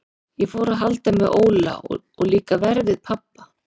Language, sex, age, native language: Icelandic, female, 40-49, Icelandic